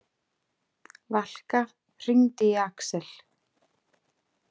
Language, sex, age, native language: Icelandic, female, 30-39, Icelandic